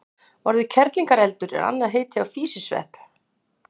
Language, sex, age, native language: Icelandic, female, 60-69, Icelandic